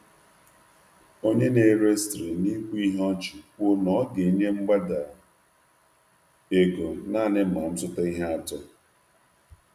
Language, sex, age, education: Igbo, male, 30-45, tertiary